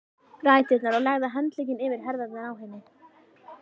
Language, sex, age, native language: Icelandic, female, 11, Icelandic